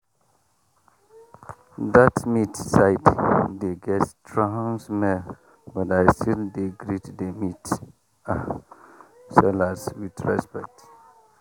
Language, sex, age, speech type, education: Nigerian Pidgin, male, 30-45, spontaneous, tertiary